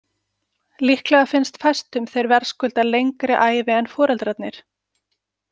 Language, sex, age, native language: Icelandic, female, 40-49, Icelandic